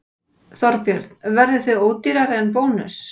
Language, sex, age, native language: Icelandic, female, 40-49, Icelandic